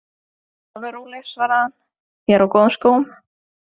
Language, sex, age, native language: Icelandic, female, 20-29, Norwegian